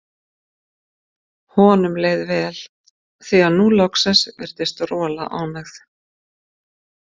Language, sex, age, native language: Icelandic, female, 50-59, Icelandic